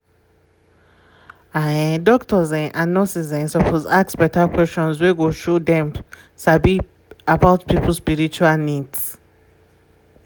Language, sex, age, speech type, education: Nigerian Pidgin, female, 15-29, spontaneous, tertiary